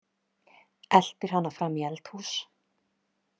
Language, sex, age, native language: Icelandic, female, 30-39, Icelandic